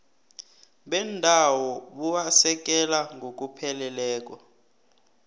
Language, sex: South Ndebele, male